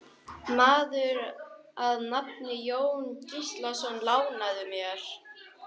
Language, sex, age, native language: Icelandic, female, 11, Icelandic